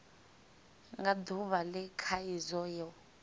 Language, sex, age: Venda, female, 18